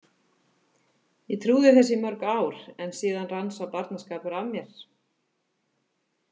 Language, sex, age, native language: Icelandic, female, 50-59, Icelandic